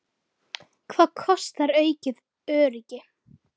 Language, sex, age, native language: Icelandic, male, 7, Icelandic